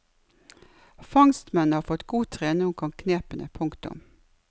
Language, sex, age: Norwegian, female, 56